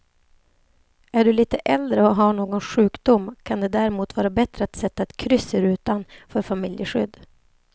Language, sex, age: Swedish, female, 28